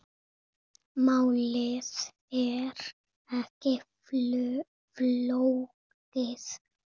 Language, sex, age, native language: Icelandic, female, 8, Spanish